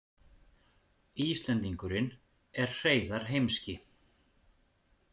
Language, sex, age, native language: Icelandic, male, 40-49, Icelandic